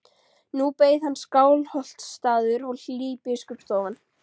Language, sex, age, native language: Icelandic, female, 13, Icelandic